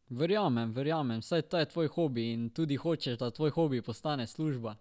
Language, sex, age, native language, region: Slovenian, male, 12-17, Slovenian, Drava region